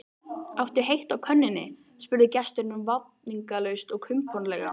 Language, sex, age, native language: Icelandic, female, 13, Icelandic